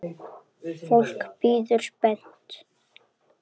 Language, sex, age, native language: Icelandic, female, 8, Icelandic